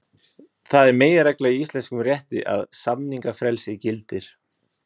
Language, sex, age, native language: Icelandic, male, 20-29, Icelandic